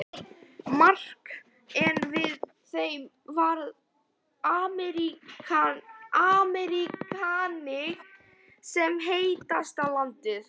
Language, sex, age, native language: Icelandic, female, 11, Icelandic